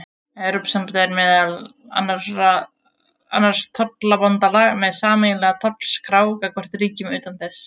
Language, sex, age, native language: Icelandic, female, 20-29, Icelandic